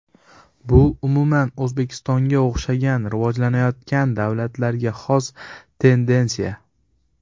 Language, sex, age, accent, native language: Uzbek, male, under 19, Farg'ona, Uzbek